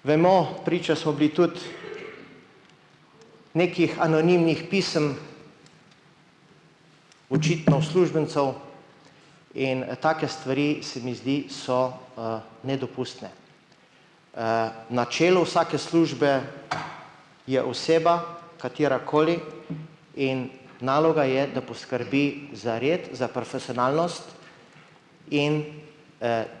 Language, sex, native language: Slovenian, male, Slovenian